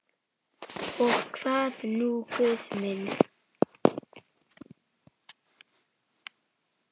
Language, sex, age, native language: Icelandic, female, 10, Icelandic